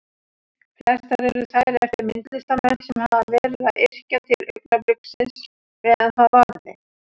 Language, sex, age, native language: Icelandic, female, 60-69, Icelandic